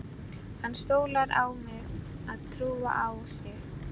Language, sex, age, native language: Icelandic, female, 12, Icelandic